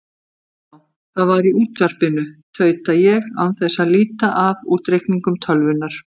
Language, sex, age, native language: Icelandic, female, 50-59, Icelandic